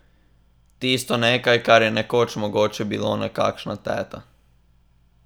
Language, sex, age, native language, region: Slovenian, male, 18-29, Slovenian, Southeast Slovenia